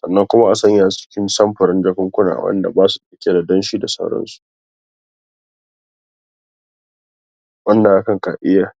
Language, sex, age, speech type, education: Hausa, male, 46-60, spontaneous, tertiary